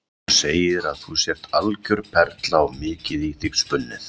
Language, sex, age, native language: Icelandic, male, 40-49, Icelandic